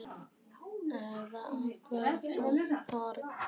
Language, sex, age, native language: Icelandic, male, 10, Icelandic